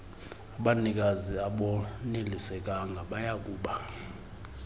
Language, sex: Xhosa, male